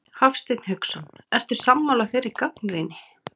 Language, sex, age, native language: Icelandic, female, 30-39, Icelandic